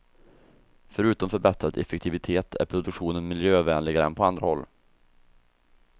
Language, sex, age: Swedish, male, 24